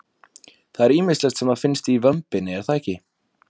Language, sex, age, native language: Icelandic, male, 20-29, Icelandic